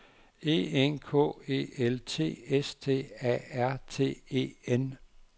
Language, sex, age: Danish, male, 59